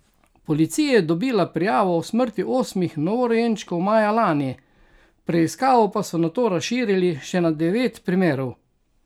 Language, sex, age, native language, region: Slovenian, male, 60+, Slovenian, Carinthia region